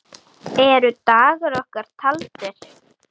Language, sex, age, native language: Icelandic, female, 9, Icelandic